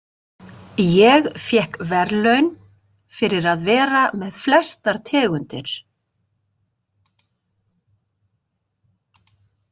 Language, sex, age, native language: Icelandic, female, 50-59, Icelandic